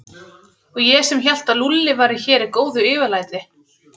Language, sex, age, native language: Icelandic, female, 30-39, Icelandic